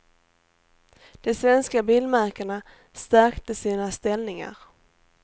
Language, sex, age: Swedish, female, 18